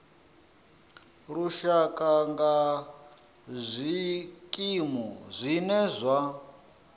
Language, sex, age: Venda, male, 34